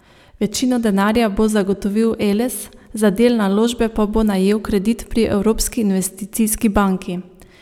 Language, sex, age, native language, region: Slovenian, female, 30-49, Slovenian, Savinja region